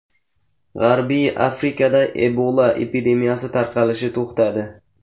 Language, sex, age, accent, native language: Uzbek, male, 18-24, Jizzax, Uzbek